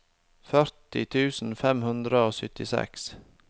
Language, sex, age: Norwegian, male, 25